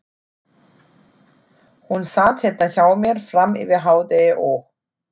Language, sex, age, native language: Icelandic, female, 40-49, German